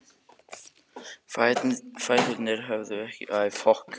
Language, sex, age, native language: Icelandic, male, 14, Icelandic